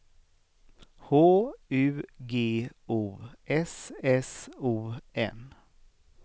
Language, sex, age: Swedish, male, 38